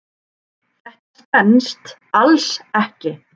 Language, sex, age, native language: Icelandic, female, 30-39, Icelandic